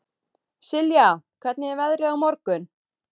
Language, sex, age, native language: Icelandic, female, 30-39, Icelandic